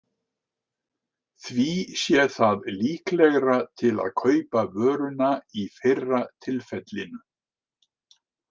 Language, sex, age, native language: Icelandic, male, 60-69, Icelandic